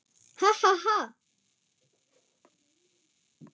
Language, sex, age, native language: Icelandic, female, 9, German